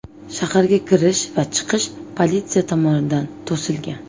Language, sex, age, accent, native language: Uzbek, female, 25-34, Toshkent viloyati, Uzbek